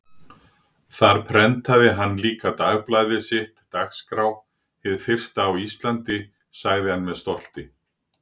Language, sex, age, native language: Icelandic, male, 60-69, Icelandic